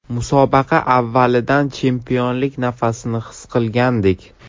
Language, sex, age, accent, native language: Uzbek, male, 12-17, Samarqand, Uzbek